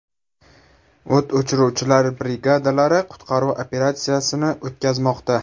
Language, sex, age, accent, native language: Uzbek, male, 18-24, Buxoro, Uzbek